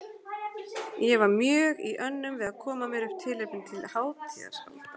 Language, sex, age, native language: Icelandic, female, 40-49, Icelandic